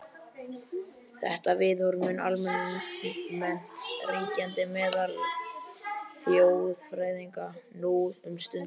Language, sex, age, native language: Icelandic, male, 11, Icelandic